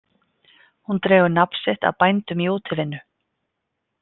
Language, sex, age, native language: Icelandic, female, 50-59, Icelandic